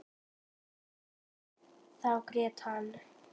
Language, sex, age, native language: Icelandic, female, 10, Icelandic